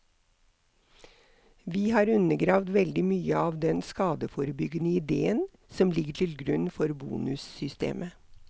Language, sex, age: Norwegian, female, 63